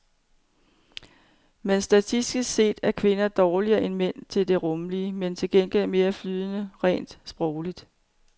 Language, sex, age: Danish, female, 45